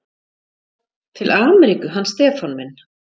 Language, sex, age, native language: Icelandic, female, 40-49, Icelandic